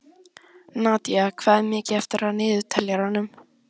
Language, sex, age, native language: Icelandic, female, 14, Icelandic